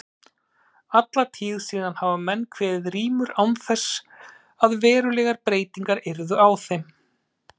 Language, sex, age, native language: Icelandic, male, 30-39, Icelandic